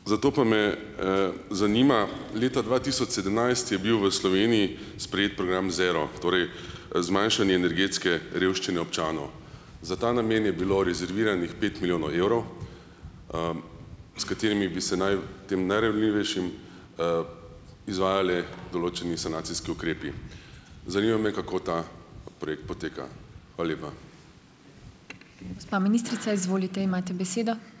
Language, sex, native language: Slovenian, male, Slovenian